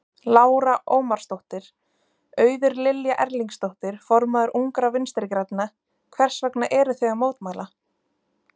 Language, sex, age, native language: Icelandic, female, 20-29, Icelandic